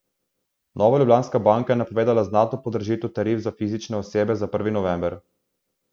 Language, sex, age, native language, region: Slovenian, male, 18-29, Slovenian, Southeast Slovenia